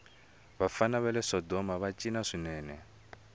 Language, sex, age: Tsonga, male, 22